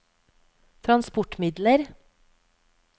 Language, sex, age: Norwegian, female, 31